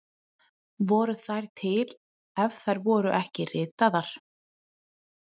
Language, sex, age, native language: Icelandic, female, 30-39, Icelandic